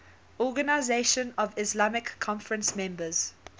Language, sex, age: English, female, 20